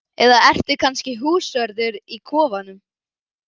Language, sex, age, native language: Icelandic, male, 11, Icelandic